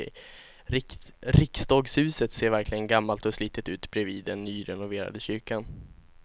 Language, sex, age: Swedish, male, 16